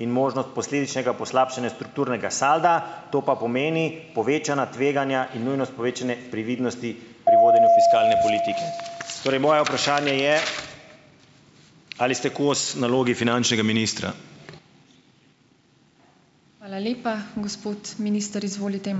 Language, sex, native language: Slovenian, male, Slovenian